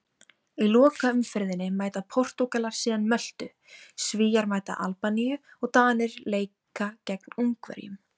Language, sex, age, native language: Icelandic, female, 17, Icelandic